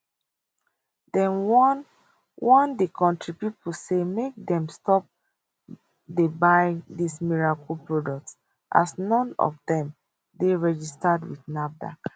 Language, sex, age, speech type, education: Nigerian Pidgin, female, 30-45, spontaneous, tertiary